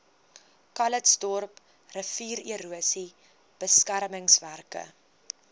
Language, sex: Afrikaans, female